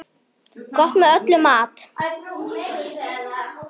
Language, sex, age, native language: Icelandic, male, 7, Icelandic